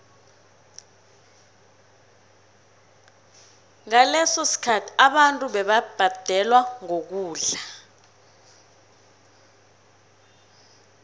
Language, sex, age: South Ndebele, female, 21